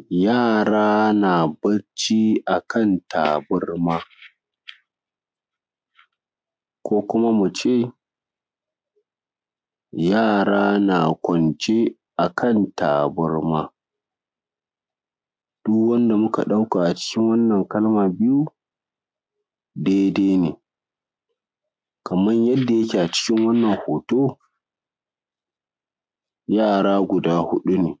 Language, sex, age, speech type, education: Hausa, male, 15-29, spontaneous, secondary